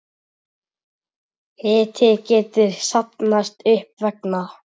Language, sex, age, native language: Icelandic, male, 7, Icelandic